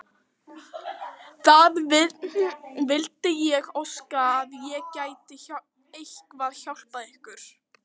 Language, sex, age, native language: Icelandic, female, 12, Icelandic